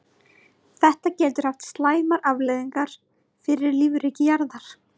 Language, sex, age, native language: Icelandic, female, 20-29, Icelandic